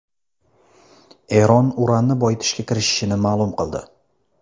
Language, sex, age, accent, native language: Uzbek, male, 18-24, Surxondaryo, Uzbek